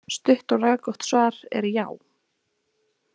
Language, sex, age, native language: Icelandic, female, 20-29, Icelandic